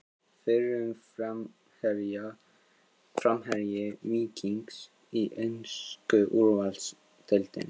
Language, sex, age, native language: Icelandic, male, 15, Icelandic